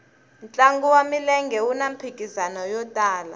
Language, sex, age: Tsonga, female, 20